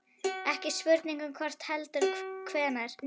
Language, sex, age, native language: Icelandic, female, 11, Icelandic